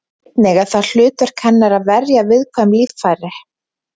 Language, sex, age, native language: Icelandic, female, 20-29, Icelandic